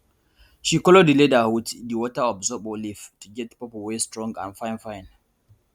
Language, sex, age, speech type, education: Nigerian Pidgin, male, 15-29, spontaneous, tertiary